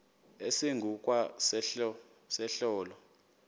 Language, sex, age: Xhosa, male, 22